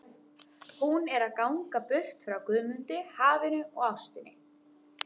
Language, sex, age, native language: Icelandic, female, 12, Icelandic